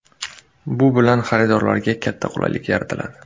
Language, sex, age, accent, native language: Uzbek, male, 18-24, Surxondaryo, Uzbek